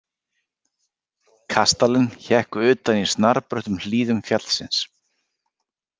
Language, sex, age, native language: Icelandic, male, 40-49, Icelandic